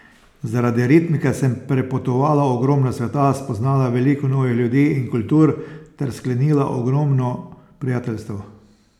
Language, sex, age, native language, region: Slovenian, male, 60+, Slovenian, Posavska region